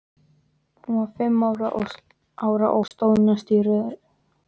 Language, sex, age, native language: Icelandic, male, 12, Icelandic